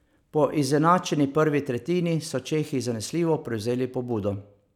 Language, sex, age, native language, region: Slovenian, male, 50-59, Slovenian, Savinja region